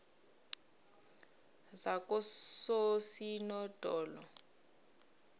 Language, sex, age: South Ndebele, female, 20